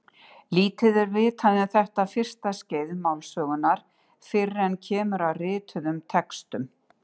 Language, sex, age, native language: Icelandic, female, 60-69, Icelandic